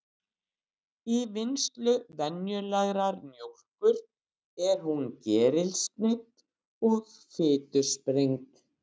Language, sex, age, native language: Icelandic, female, 60-69, Icelandic